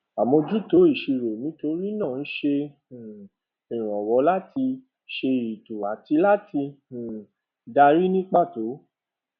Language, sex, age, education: Yoruba, male, 30-45, tertiary